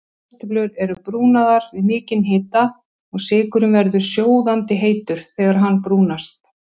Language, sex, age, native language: Icelandic, female, 60-69, Icelandic